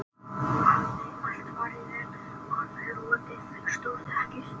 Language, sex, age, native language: Icelandic, male, 18-19, Icelandic